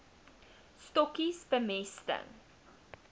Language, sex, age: Afrikaans, female, 19